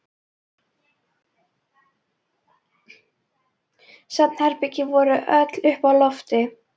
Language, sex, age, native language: Icelandic, female, 12, Icelandic